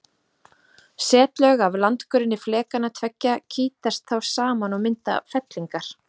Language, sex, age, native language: Icelandic, female, 30-39, Icelandic